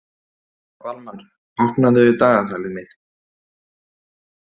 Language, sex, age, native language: Icelandic, male, 30-39, Icelandic